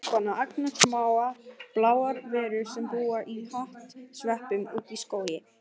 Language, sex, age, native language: Icelandic, female, 18-19, Icelandic